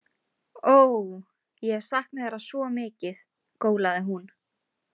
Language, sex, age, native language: Icelandic, female, 18-19, Icelandic